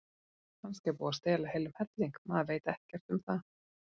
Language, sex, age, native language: Icelandic, female, 40-49, Icelandic